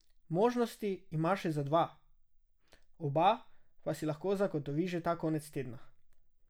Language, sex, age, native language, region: Slovenian, male, 18-29, Slovenian, Drava region